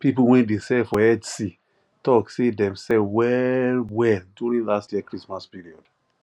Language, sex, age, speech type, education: Nigerian Pidgin, male, 30-45, spontaneous, tertiary